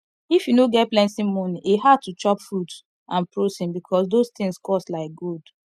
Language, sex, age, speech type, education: Nigerian Pidgin, female, 15-29, spontaneous, tertiary